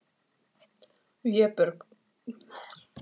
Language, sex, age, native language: Icelandic, male, 15, Icelandic